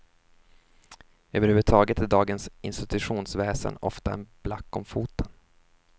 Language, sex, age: Swedish, male, 24